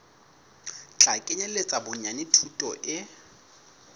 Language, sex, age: Southern Sotho, male, 19